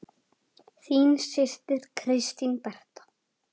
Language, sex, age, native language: Icelandic, male, 7, Icelandic